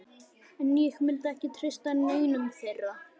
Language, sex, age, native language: Icelandic, male, 11, Icelandic